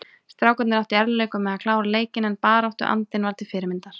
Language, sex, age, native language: Icelandic, female, 20-29, Icelandic